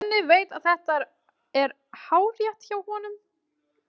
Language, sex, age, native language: Icelandic, female, 20-29, Icelandic